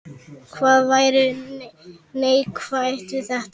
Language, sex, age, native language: Icelandic, female, 10, Icelandic